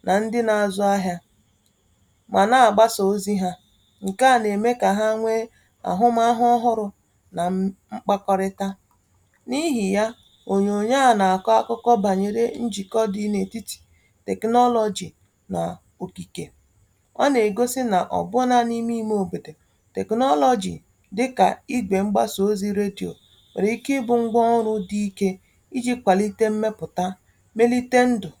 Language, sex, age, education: Igbo, female, 15-29, tertiary